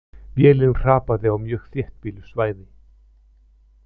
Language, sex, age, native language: Icelandic, male, 50-59, Icelandic